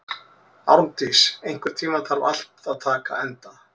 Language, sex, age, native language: Icelandic, male, 40-49, Icelandic